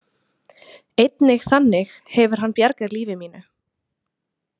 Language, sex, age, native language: Icelandic, female, 20-29, Icelandic